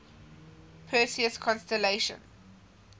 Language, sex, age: English, female, 20